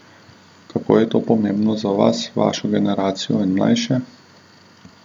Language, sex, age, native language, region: Slovenian, male, 30-49, Slovenian, Southeast Slovenia